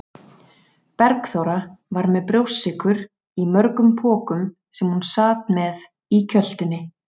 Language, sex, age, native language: Icelandic, female, 30-39, Icelandic